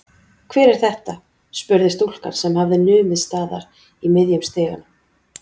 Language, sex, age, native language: Icelandic, female, 40-49, Icelandic